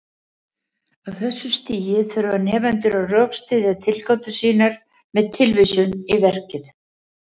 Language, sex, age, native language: Icelandic, female, 70-79, Icelandic